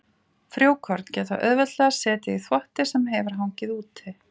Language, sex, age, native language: Icelandic, female, 40-49, Icelandic